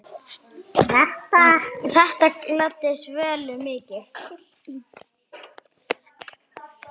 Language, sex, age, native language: Icelandic, male, 9, Icelandic